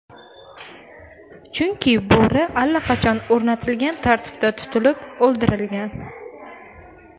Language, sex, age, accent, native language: Uzbek, female, 18-24, Navoiy, Tajik